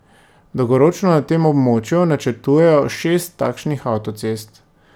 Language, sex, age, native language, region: Slovenian, male, 30-49, Slovenian, Drava region